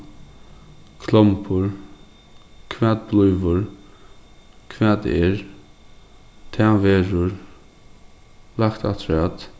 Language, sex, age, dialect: Faroese, male, 15-35, Suðurstreymoy